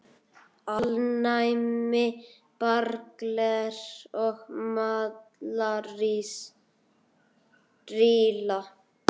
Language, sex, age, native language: Icelandic, male, 9, Icelandic